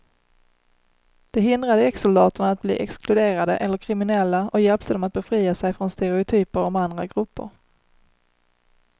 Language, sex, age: Swedish, female, 30